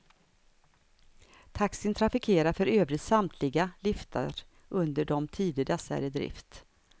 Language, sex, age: Swedish, female, 59